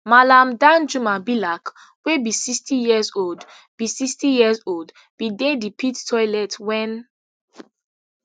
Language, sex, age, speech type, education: Nigerian Pidgin, female, 15-29, spontaneous, tertiary